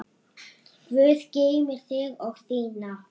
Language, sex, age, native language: Icelandic, male, 8, Icelandic